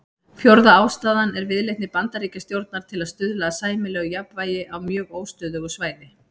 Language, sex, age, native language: Icelandic, female, 50-59, Icelandic